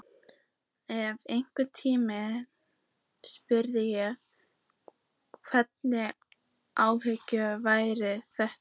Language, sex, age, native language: Icelandic, female, 14, Icelandic